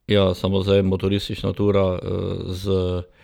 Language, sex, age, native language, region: Slovenian, male, 60+, Slovenian, Drava region